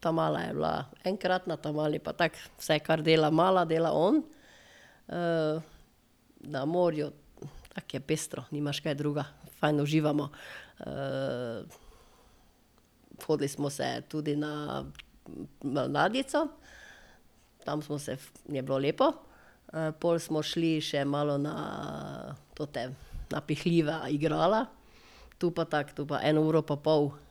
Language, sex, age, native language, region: Slovenian, female, 50-59, Slovenian, Drava region